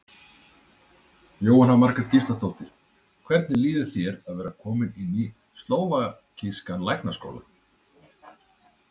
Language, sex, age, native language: Icelandic, male, 30-39, Icelandic